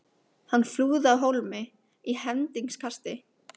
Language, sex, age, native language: Icelandic, female, 15, Icelandic